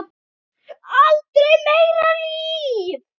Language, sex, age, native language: Icelandic, male, 6, Icelandic